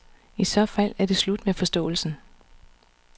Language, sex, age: Danish, female, 39